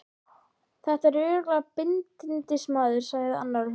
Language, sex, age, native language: Icelandic, female, 12, Icelandic